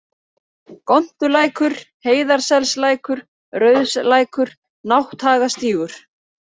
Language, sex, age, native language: Icelandic, female, 30-39, Icelandic